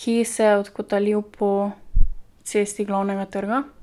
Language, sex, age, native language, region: Slovenian, female, 12-17, Slovenian, Drava region